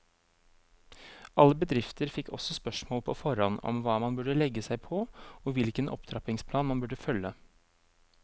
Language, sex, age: Norwegian, male, 23